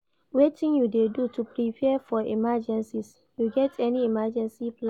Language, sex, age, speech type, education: Nigerian Pidgin, female, 46-60, read, primary